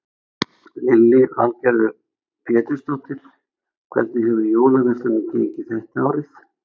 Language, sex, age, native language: Icelandic, male, 60-69, Icelandic